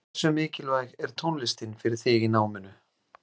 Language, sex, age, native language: Icelandic, male, 40-49, Icelandic